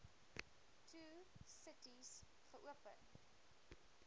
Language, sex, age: Afrikaans, female, 19